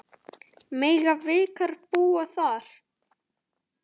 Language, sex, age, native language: Icelandic, male, 9, Icelandic